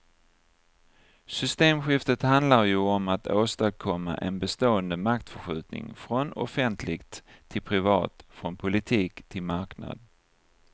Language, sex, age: Swedish, male, 49